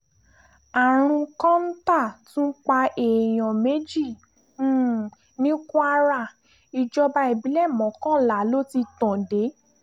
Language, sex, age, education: Yoruba, female, 15-29, tertiary